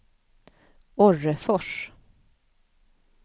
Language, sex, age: Swedish, female, 41